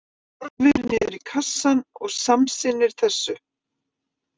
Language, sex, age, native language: Icelandic, female, 50-59, Icelandic